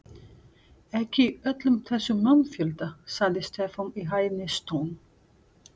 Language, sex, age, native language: Icelandic, female, 40-49, Portuguese